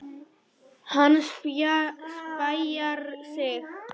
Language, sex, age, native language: Icelandic, female, 10, Polish